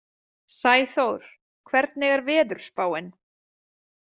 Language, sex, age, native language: Icelandic, female, 30-39, Icelandic